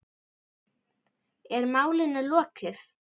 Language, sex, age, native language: Icelandic, female, 10, Icelandic